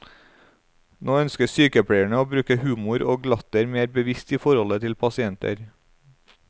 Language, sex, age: Norwegian, male, 35